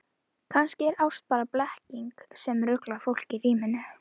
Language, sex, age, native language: Icelandic, female, 11, Icelandic